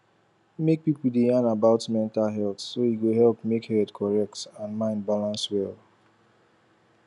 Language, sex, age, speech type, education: Nigerian Pidgin, male, 15-29, spontaneous, tertiary